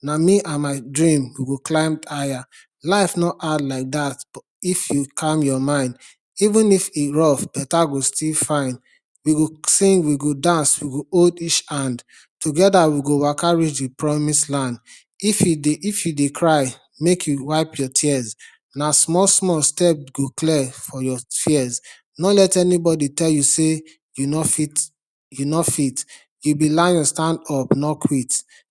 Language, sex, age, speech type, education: Nigerian Pidgin, male, 30-45, spontaneous, tertiary